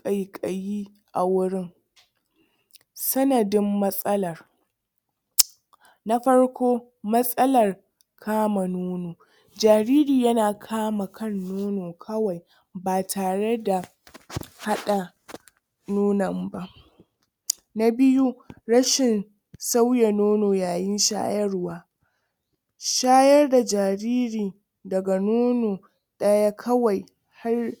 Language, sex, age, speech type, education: Hausa, female, 30-45, spontaneous, tertiary